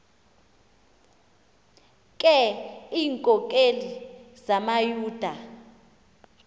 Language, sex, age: Xhosa, female, 24